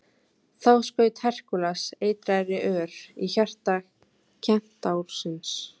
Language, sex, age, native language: Icelandic, female, 18-19, Icelandic